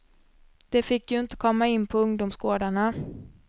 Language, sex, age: Swedish, female, 26